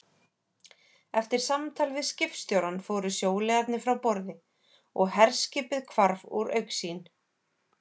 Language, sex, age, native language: Icelandic, female, 30-39, Icelandic